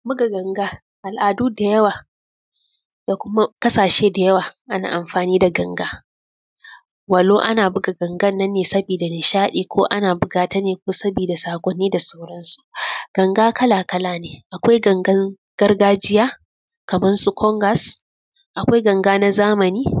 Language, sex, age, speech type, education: Hausa, female, 15-29, spontaneous, tertiary